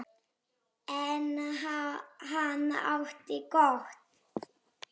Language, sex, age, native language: Icelandic, female, 7, Polish